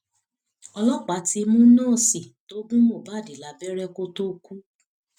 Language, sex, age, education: Yoruba, female, 30-45, tertiary